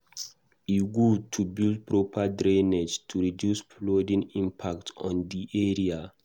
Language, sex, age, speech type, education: Nigerian Pidgin, male, 15-29, read, tertiary